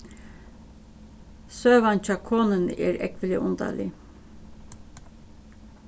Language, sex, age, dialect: Faroese, female, 36-60, Suðurstreymoy